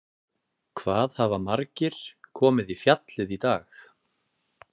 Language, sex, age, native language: Icelandic, male, 30-39, Icelandic